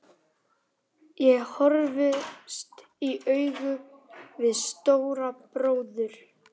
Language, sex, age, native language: Icelandic, male, 11, Icelandic